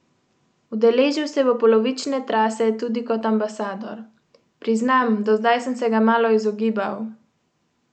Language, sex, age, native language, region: Slovenian, female, 18-29, Slovenian, Central Slovenia